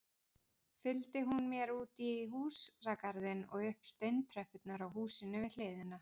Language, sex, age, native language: Icelandic, female, 40-49, Icelandic